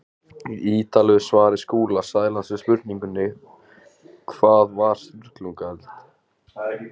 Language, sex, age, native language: Icelandic, male, 20-29, Icelandic